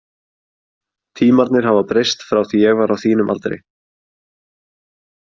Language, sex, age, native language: Icelandic, male, 20-29, Icelandic